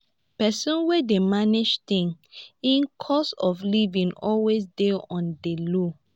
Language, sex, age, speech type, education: Nigerian Pidgin, female, 15-29, spontaneous, tertiary